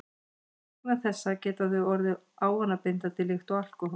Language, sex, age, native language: Icelandic, female, 50-59, Icelandic